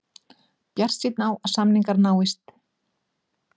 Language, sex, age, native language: Icelandic, female, 40-49, Icelandic